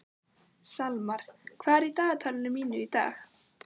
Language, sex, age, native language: Icelandic, female, 15, Icelandic